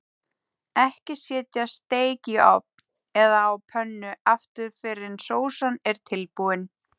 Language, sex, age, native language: Icelandic, female, 30-39, Icelandic